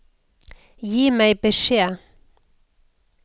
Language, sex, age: Norwegian, female, 56